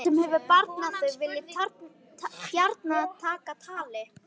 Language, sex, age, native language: Icelandic, female, 11, Icelandic